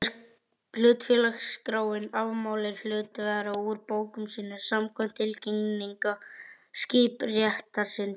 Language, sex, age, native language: Icelandic, male, 11, Icelandic